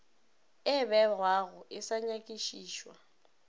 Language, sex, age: Northern Sotho, female, 19